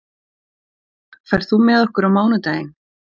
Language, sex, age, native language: Icelandic, female, 40-49, Icelandic